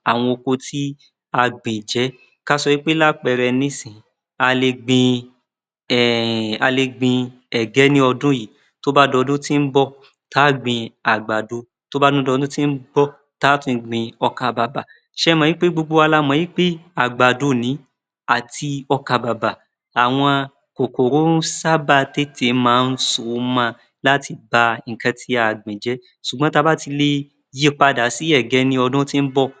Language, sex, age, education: Yoruba, male, 30-45, tertiary